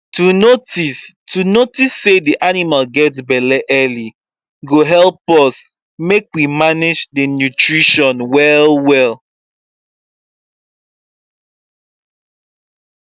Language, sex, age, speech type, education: Nigerian Pidgin, male, 15-29, spontaneous, tertiary